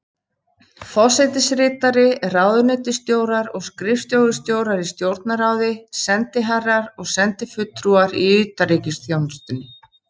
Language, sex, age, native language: Icelandic, female, 50-59, Icelandic